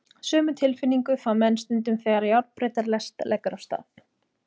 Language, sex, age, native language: Icelandic, female, 30-39, Icelandic